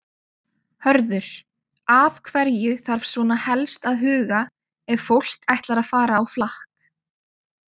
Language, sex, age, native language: Icelandic, female, 20-29, Icelandic